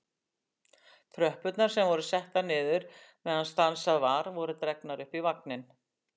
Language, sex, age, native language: Icelandic, female, 60-69, Icelandic